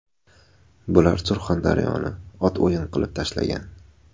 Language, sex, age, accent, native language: Uzbek, male, 18-24, Farg'ona, Uzbek